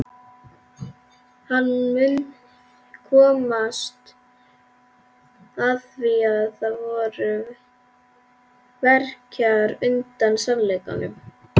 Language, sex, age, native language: Icelandic, female, 11, Icelandic